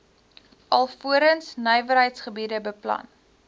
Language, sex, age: Afrikaans, female, 19